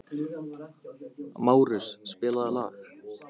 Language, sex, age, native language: Icelandic, male, 15, Icelandic